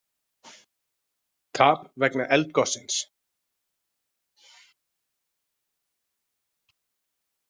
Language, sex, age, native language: Icelandic, male, 40-49, Icelandic